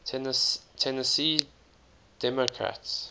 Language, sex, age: English, male, 19